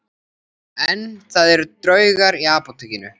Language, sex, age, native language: Icelandic, male, 14, Icelandic